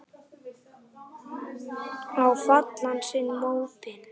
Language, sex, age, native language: Icelandic, male, 8, Icelandic